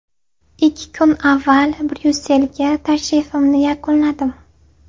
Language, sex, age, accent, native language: Uzbek, female, 18-24, Navoiy, Uzbek